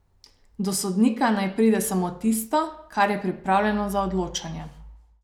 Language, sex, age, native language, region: Slovenian, female, 30-49, Slovenian, Savinja region